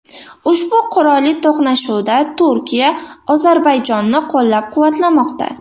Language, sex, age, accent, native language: Uzbek, female, 18-24, Namangan, Uzbek